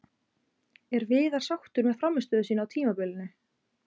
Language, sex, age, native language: Icelandic, female, 20-29, Icelandic